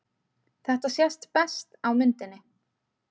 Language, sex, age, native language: Icelandic, female, 30-39, Icelandic